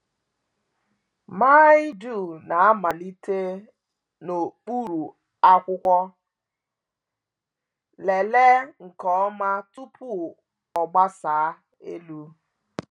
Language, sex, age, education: Igbo, female, 30-45, tertiary